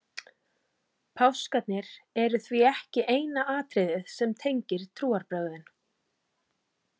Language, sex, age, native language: Icelandic, female, 40-49, Icelandic